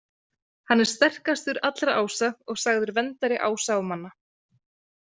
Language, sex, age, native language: Icelandic, female, 30-39, Icelandic